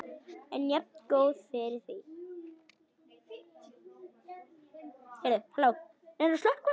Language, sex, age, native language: Icelandic, female, 10, Icelandic